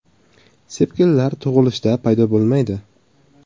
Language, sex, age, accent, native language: Uzbek, male, 18-24, Samarqand, Uzbek